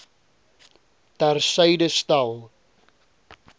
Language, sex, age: Afrikaans, male, 20